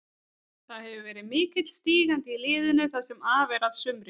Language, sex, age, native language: Icelandic, female, 30-39, Icelandic